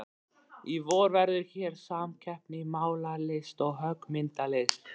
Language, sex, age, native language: Icelandic, male, 13, Icelandic